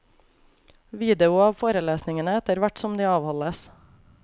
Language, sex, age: Norwegian, female, 28